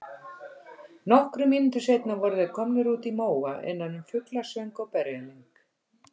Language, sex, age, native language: Icelandic, female, 50-59, Icelandic